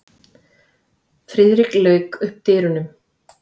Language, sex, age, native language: Icelandic, female, 30-39, Icelandic